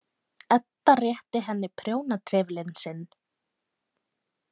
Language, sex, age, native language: Icelandic, female, 20-29, Icelandic